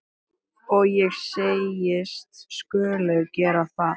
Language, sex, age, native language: Icelandic, male, 13, Icelandic